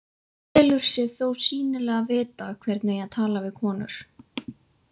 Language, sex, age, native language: Icelandic, female, 20-29, Icelandic